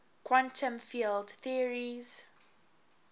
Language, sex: English, female